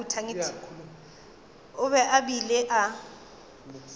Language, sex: Northern Sotho, female